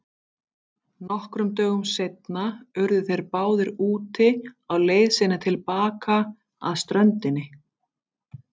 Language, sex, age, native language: Icelandic, female, 50-59, Icelandic